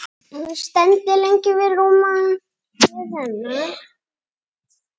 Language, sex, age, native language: Icelandic, male, 8, Icelandic